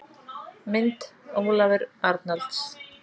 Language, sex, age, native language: Icelandic, female, 40-49, Icelandic